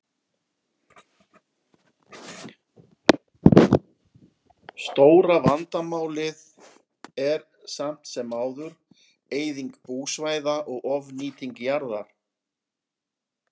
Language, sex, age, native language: Icelandic, male, 50-59, Icelandic